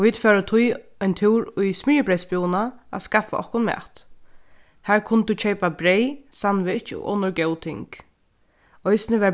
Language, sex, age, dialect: Faroese, female, 15-35, Norðurstreymoy/Eysturoy